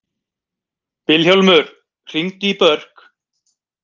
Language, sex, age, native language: Icelandic, male, 20-29, Icelandic